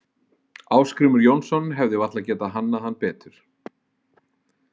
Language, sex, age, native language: Icelandic, male, 40-49, Icelandic